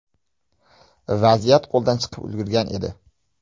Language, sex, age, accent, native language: Uzbek, male, 25-34, Jizzax, Uzbek